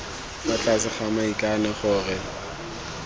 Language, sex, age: Tswana, male, 19